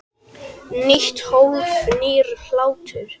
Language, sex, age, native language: Icelandic, male, 10, Icelandic